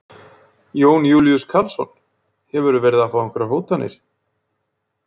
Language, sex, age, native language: Icelandic, male, 40-49, Icelandic